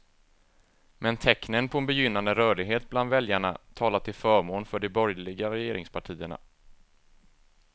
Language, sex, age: Swedish, male, 24